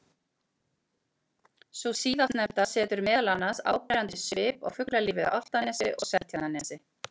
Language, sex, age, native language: Icelandic, female, 40-49, Icelandic